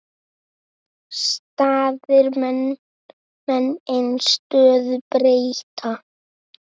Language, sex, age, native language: Icelandic, male, 7, Icelandic